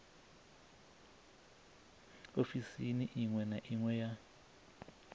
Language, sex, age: Venda, male, 27